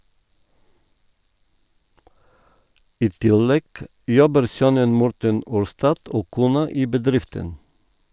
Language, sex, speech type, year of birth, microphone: Norwegian, male, read, 1958, Sennheiser